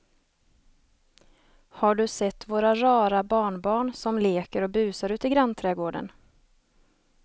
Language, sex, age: Swedish, female, 27